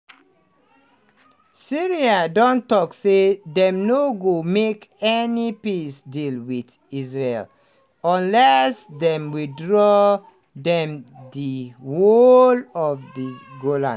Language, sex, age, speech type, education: Nigerian Pidgin, male, 30-45, spontaneous, tertiary